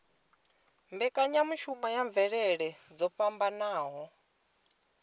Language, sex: Venda, female